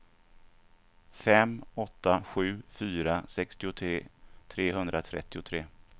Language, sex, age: Swedish, male, 49